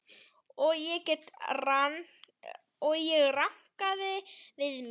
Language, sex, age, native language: Icelandic, male, 10, Icelandic